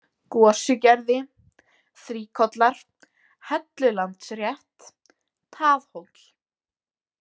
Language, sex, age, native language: Icelandic, female, 18-19, Icelandic